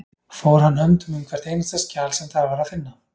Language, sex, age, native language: Icelandic, male, 30-39, Icelandic